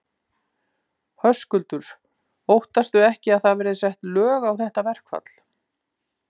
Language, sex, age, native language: Icelandic, female, 50-59, Icelandic